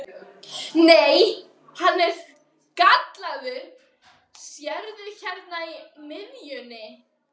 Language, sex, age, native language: Icelandic, female, 13, Icelandic